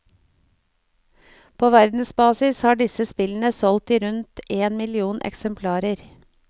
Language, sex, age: Norwegian, female, 49